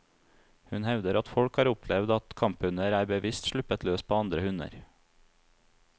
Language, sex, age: Norwegian, male, 30